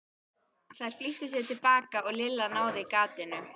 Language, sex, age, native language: Icelandic, female, 12, Icelandic